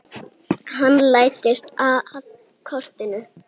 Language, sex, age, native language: Icelandic, female, 18-19, Icelandic